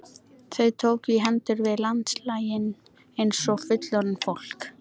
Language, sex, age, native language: Icelandic, female, 13, Icelandic